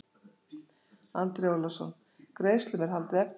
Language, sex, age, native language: Icelandic, female, 60-69, Icelandic